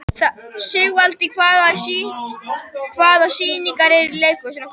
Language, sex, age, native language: Icelandic, male, 21, Icelandic